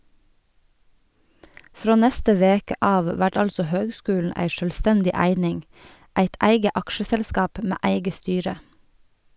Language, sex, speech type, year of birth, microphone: Norwegian, female, read, 1989, Sennheiser